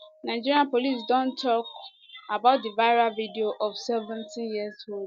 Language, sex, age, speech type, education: Nigerian Pidgin, female, 15-29, spontaneous, tertiary